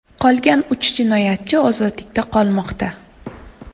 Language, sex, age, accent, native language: Uzbek, female, 19-29, Toshkent shahri, Uzbek